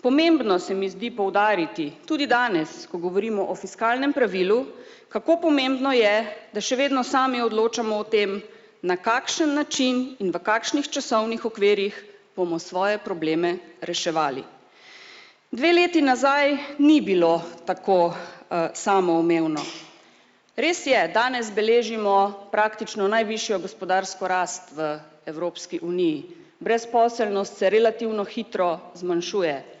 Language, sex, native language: Slovenian, female, Slovenian